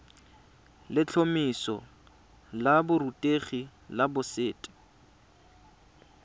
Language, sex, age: Tswana, male, 20